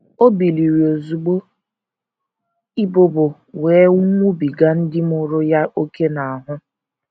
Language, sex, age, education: Igbo, female, 15-29, tertiary